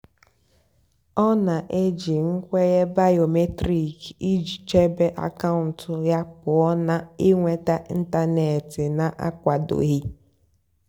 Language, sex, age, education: Igbo, female, 15-29, tertiary